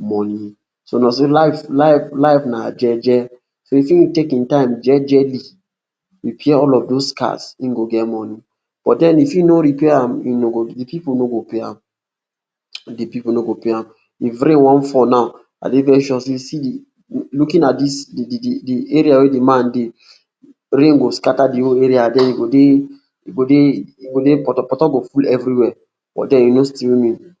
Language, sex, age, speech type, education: Nigerian Pidgin, male, 46-60, spontaneous, tertiary